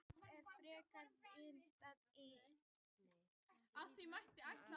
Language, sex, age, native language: Icelandic, female, 18-19, Icelandic